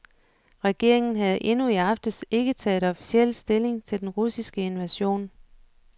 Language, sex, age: Danish, female, 47